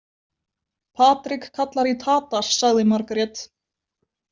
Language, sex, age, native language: Icelandic, female, 20-29, Icelandic